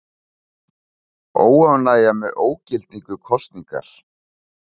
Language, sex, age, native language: Icelandic, male, 40-49, Icelandic